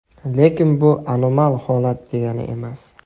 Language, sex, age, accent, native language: Uzbek, male, 18-24, Jizzax, Uzbek